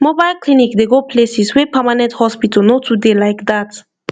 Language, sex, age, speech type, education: Nigerian Pidgin, female, 15-29, spontaneous, tertiary